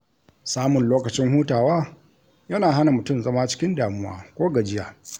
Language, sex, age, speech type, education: Hausa, male, 60+, read, tertiary